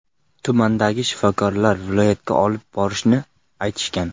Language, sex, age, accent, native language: Uzbek, male, 18-24, Surxondaryo, Uzbek